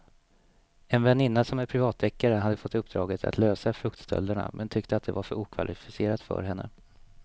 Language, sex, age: Swedish, male, 27